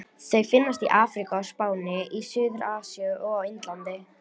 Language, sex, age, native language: Icelandic, female, 18-19, Icelandic